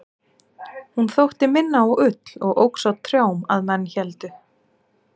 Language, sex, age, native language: Icelandic, female, 30-39, Icelandic